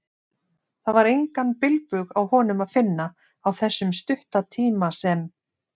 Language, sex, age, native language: Icelandic, female, 50-59, Icelandic